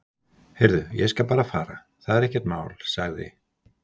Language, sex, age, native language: Icelandic, male, 60-69, Icelandic